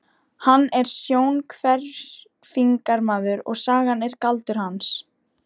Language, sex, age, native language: Icelandic, female, 13, Icelandic